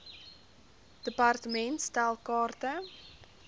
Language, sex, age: Afrikaans, female, 21